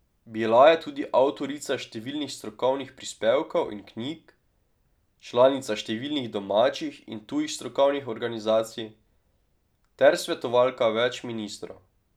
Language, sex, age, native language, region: Slovenian, male, 18-29, Slovenian, Drava region